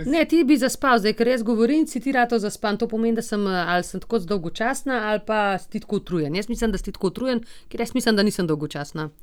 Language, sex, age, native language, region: Slovenian, female, 30-49, Slovenian, Gorenjska region